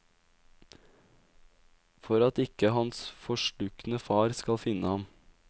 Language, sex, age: Norwegian, male, 20